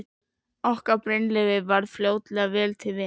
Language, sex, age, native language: Icelandic, female, 11, Icelandic